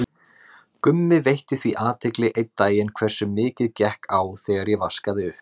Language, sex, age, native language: Icelandic, male, 30-39, Icelandic